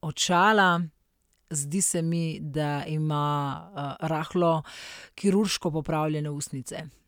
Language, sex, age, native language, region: Slovenian, female, 30-49, Slovenian, Central Slovenia